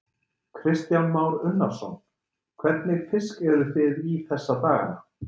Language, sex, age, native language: Icelandic, male, 30-39, Icelandic